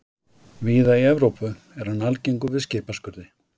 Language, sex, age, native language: Icelandic, male, 60-69, Icelandic